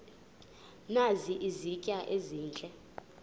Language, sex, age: Xhosa, female, 26